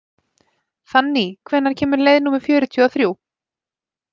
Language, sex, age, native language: Icelandic, female, 30-39, Icelandic